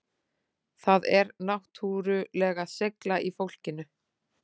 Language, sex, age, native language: Icelandic, female, 40-49, Icelandic